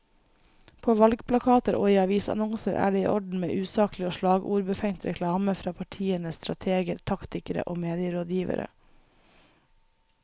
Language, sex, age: Norwegian, female, 24